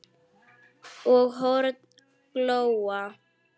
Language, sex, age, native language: Icelandic, female, 9, Icelandic